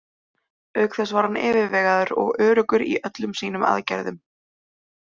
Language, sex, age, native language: Icelandic, male, 20-29, Icelandic